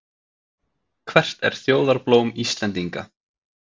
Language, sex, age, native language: Icelandic, male, 30-39, Icelandic